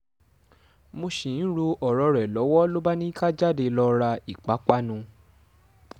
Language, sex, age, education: Yoruba, male, 15-29, tertiary